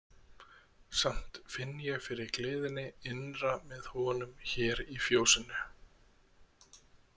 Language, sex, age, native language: Icelandic, male, 30-39, Icelandic